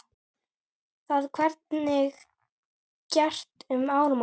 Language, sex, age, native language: Icelandic, male, 8, Icelandic